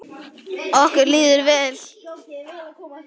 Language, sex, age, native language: Icelandic, male, 9, Icelandic